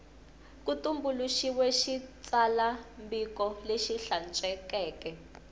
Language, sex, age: Tsonga, female, 21